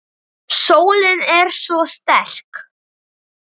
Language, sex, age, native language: Icelandic, male, 9, Icelandic